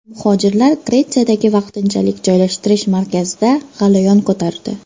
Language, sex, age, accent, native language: Uzbek, female, 12-17, Farg'ona, Uzbek